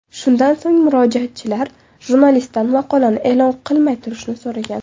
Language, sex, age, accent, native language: Uzbek, female, 18-24, Toshkent shahri, Uzbek